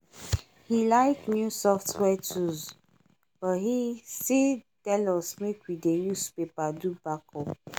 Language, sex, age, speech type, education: Nigerian Pidgin, female, 15-29, spontaneous, tertiary